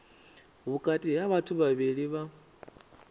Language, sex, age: Venda, male, 24